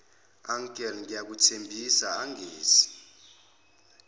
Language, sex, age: Zulu, male, 25